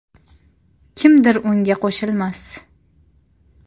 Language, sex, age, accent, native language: Uzbek, female, 18-24, Qashqadaryo, Uzbek